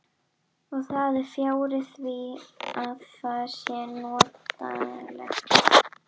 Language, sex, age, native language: Icelandic, female, 12, Icelandic